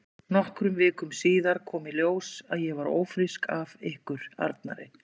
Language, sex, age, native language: Icelandic, female, 50-59, Icelandic